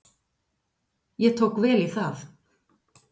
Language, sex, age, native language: Icelandic, female, 50-59, Icelandic